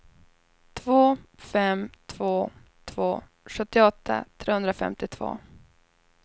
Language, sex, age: Swedish, female, 21